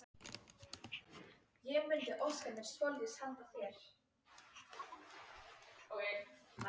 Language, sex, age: Icelandic, other, 18-19